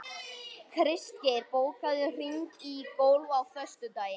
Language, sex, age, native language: Icelandic, male, 18-19, Icelandic